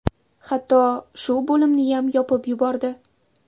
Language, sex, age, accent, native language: Uzbek, female, 18-24, Qashqadaryo, Uzbek